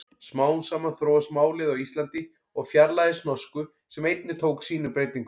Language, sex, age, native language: Icelandic, male, 40-49, Icelandic